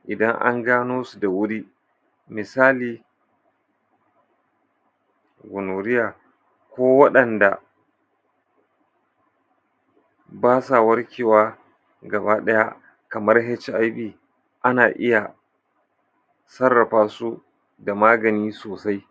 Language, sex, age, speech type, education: Hausa, male, 46-60, spontaneous, tertiary